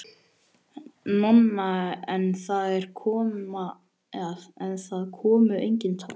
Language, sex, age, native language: Icelandic, male, 13, Icelandic